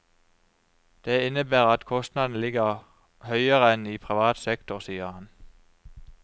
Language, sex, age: Norwegian, male, 29